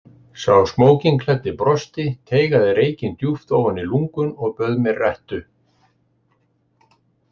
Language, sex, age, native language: Icelandic, male, 60-69, Icelandic